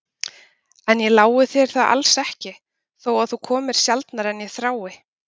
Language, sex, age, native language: Icelandic, female, 30-39, Icelandic